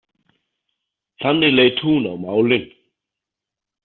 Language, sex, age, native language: Icelandic, male, 50-59, Icelandic